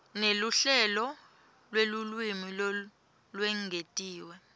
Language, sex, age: Swati, female, 21